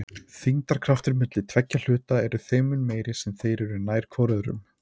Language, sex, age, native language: Icelandic, male, 30-39, Icelandic